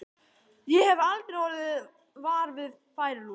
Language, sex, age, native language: Icelandic, male, 11, Icelandic